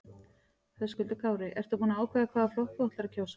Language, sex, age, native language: Icelandic, female, 40-49, Icelandic